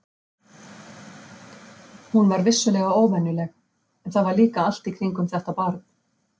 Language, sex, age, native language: Icelandic, female, 50-59, Icelandic